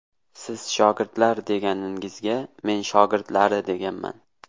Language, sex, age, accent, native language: Uzbek, male, 18-24, Surxondaryo, Uzbek